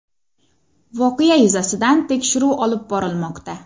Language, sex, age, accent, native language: Uzbek, female, 18-24, Xorazm, Uzbek